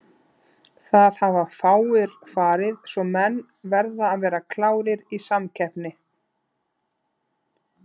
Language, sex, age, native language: Icelandic, female, 30-39, Icelandic